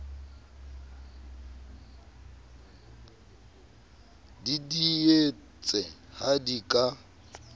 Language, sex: Southern Sotho, male